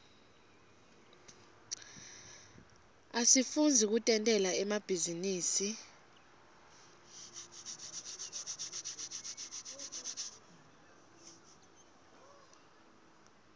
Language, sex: Swati, female